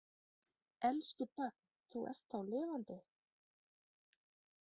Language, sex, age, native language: Icelandic, female, 30-39, Danish